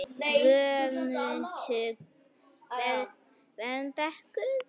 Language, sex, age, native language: Icelandic, female, 40-49, Icelandic